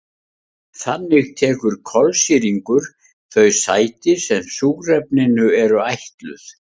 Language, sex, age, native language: Icelandic, male, 50-59, Icelandic